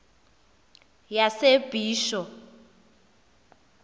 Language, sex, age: Xhosa, female, 24